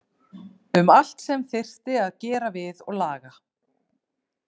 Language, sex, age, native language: Icelandic, female, 30-39, Icelandic